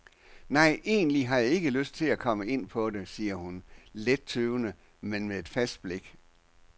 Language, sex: Danish, male